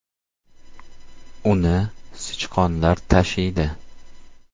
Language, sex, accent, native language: Uzbek, male, Surxondaryo, Uzbek